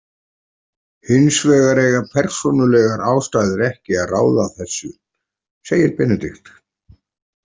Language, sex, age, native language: Icelandic, male, 40-49, Icelandic